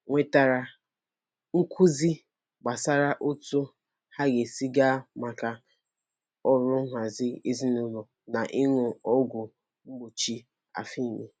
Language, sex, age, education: Igbo, female, 15-29, tertiary